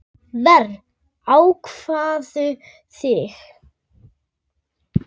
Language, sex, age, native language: Icelandic, female, 9, Icelandic